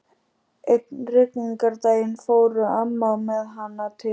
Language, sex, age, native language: Icelandic, male, 12, Icelandic